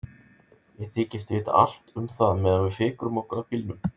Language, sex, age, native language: Icelandic, male, 30-39, Icelandic